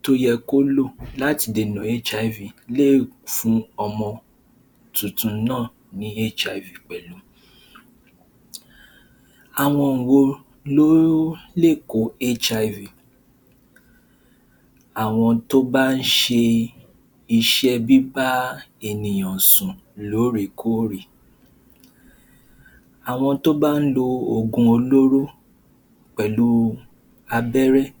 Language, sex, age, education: Yoruba, male, 15-29, tertiary